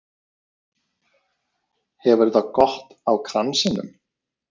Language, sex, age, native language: Icelandic, male, 30-39, Icelandic